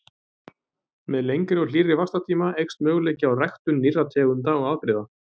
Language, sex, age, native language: Icelandic, male, 30-39, Icelandic